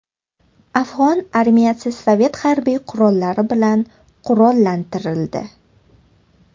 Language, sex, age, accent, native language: Uzbek, female, 18-24, Toshkent shahri, Uzbek